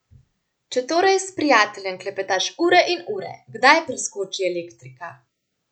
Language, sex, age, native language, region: Slovenian, female, 18-29, Slovenian, Central Slovenia